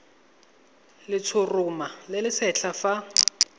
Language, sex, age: Tswana, male, 20